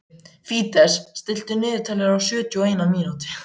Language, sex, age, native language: Icelandic, male, 14, Icelandic